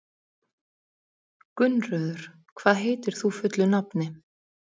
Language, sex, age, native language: Icelandic, female, 30-39, Icelandic